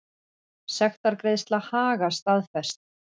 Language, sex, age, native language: Icelandic, female, 40-49, Icelandic